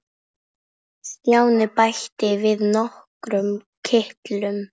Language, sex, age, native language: Icelandic, female, 10, Icelandic